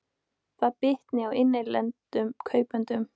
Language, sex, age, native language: Icelandic, female, 18-19, Icelandic